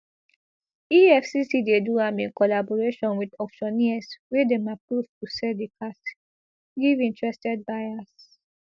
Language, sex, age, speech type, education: Nigerian Pidgin, female, 15-29, spontaneous, tertiary